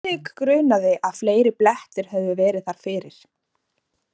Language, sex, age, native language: Icelandic, female, 18-19, Icelandic